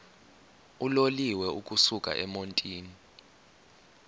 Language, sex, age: Xhosa, male, 24